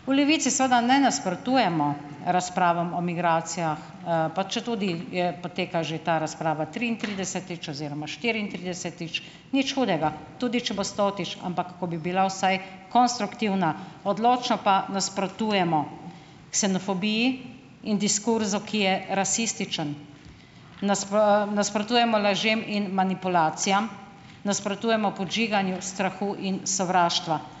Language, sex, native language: Slovenian, female, Slovenian